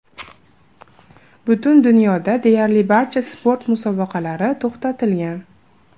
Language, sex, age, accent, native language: Uzbek, female, 18-24, Andijon, Uzbek